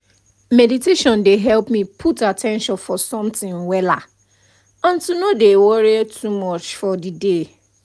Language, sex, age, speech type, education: Nigerian Pidgin, female, 15-29, spontaneous, tertiary